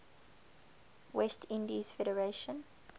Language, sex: English, female